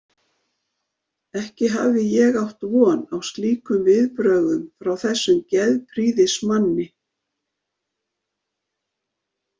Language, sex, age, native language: Icelandic, female, 50-59, Icelandic